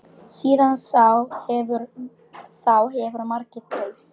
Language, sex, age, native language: Icelandic, female, 10, Polish